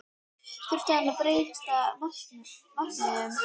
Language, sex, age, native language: Icelandic, female, 12, Icelandic